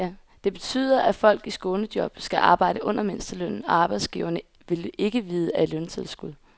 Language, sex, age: Danish, female, 20